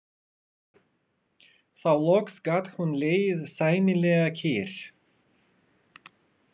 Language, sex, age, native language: Icelandic, male, 30-39, Russian